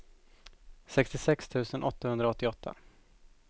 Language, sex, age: Swedish, male, 17